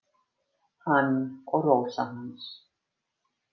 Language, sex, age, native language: Icelandic, female, 50-59, Icelandic